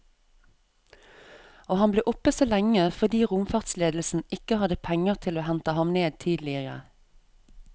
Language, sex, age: Norwegian, female, 34